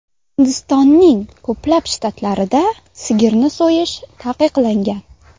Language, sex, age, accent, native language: Uzbek, female, 19-29, Sirdaryo, Uzbek